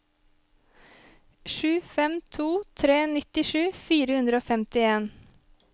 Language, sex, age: Norwegian, female, 23